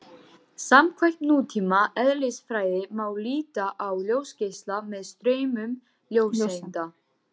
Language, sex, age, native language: Icelandic, female, 30-39, Icelandic